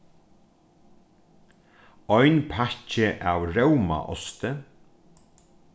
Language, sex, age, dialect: Faroese, male, 36-60, Norðurstreymoy/Eysturoy